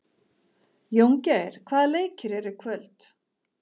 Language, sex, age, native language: Icelandic, female, 40-49, Icelandic